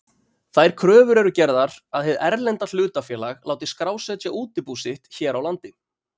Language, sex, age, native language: Icelandic, male, 30-39, Icelandic